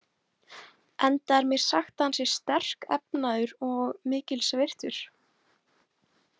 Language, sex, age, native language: Icelandic, female, 18-19, Icelandic